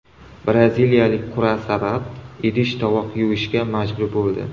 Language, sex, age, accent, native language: Uzbek, male, 25-34, Surxondaryo, Uzbek